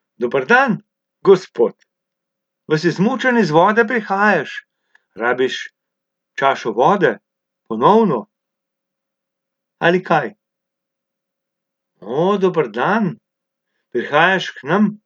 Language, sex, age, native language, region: Slovenian, male, 60+, Slovenian, Abroad